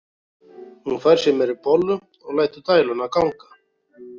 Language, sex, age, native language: Icelandic, male, 40-49, Icelandic